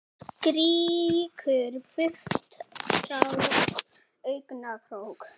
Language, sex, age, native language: Icelandic, female, 70-79, Icelandic